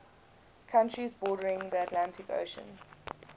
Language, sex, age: English, female, 21